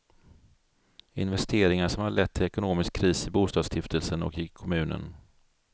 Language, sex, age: Swedish, male, 42